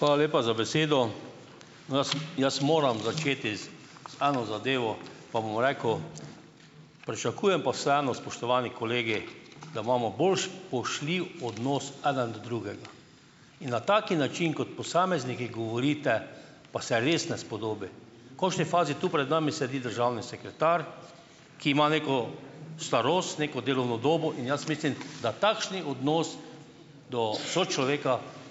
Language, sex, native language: Slovenian, male, Slovenian